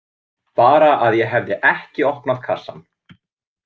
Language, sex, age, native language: Icelandic, male, 20-29, Icelandic